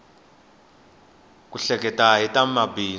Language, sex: Tsonga, male